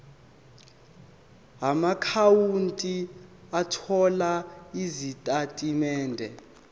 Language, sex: Zulu, male